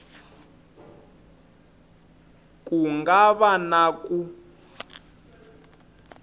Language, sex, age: Tsonga, male, 25